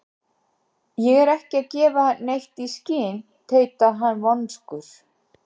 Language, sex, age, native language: Icelandic, female, 60-69, Icelandic